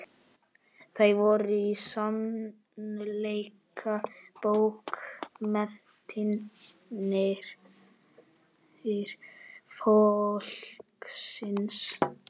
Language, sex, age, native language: Icelandic, male, 12, Icelandic